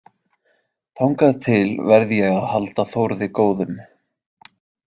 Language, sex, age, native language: Icelandic, male, 20-29, Icelandic